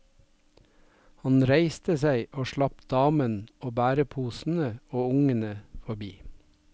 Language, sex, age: Norwegian, male, 57